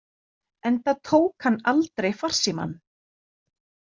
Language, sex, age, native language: Icelandic, female, 30-39, Icelandic